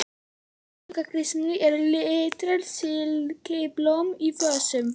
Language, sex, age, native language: Icelandic, male, 11, Icelandic